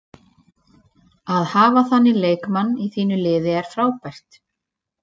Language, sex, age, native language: Icelandic, female, 30-39, Icelandic